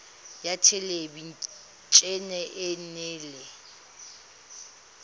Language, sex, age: Tswana, female, 19